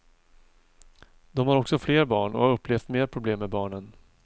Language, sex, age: Swedish, male, 42